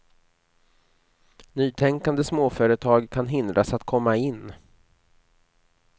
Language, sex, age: Swedish, male, 29